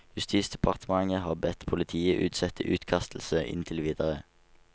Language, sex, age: Norwegian, male, 19